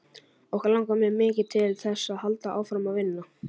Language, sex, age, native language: Icelandic, male, 40-49, Icelandic